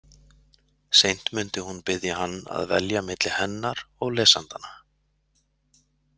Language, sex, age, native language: Icelandic, male, 40-49, Icelandic